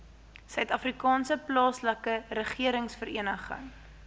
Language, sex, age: Afrikaans, female, 18